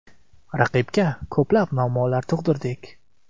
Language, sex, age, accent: Uzbek, male, 18-24, Qoraqalpog'iston